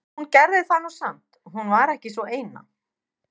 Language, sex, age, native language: Icelandic, female, 50-59, Icelandic